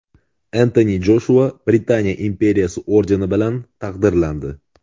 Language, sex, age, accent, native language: Uzbek, male, 18-24, Andijon, Uzbek